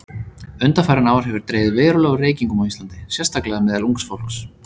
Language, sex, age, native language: Icelandic, male, 30-39, Icelandic